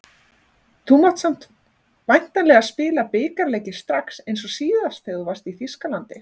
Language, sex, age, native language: Icelandic, female, 40-49, Icelandic